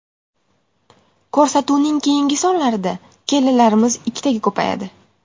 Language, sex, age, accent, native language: Uzbek, female, 18-24, Farg'ona, Uzbek